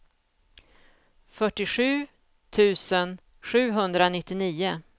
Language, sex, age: Swedish, female, 49